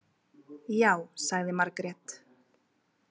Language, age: Icelandic, 20-29